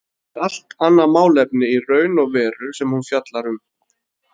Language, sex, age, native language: Icelandic, male, 30-39, Icelandic